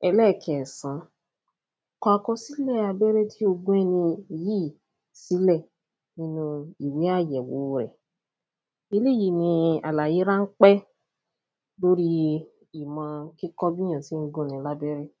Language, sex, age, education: Yoruba, female, 15-29, tertiary